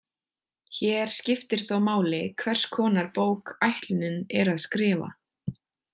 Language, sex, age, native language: Icelandic, female, 20-29, Icelandic